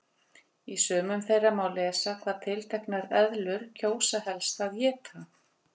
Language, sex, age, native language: Icelandic, female, 50-59, Icelandic